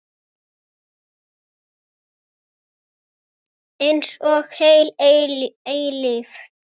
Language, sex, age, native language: Icelandic, male, 9, Icelandic